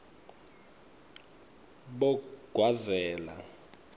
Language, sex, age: Swati, male, 25